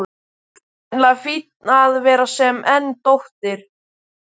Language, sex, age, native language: Icelandic, male, 12, Icelandic